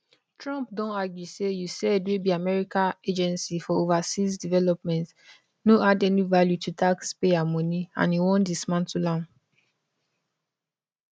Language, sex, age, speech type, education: Nigerian Pidgin, female, 15-29, spontaneous, tertiary